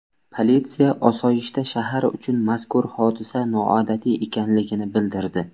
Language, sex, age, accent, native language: Uzbek, male, 25-34, Samarqand, Uzbek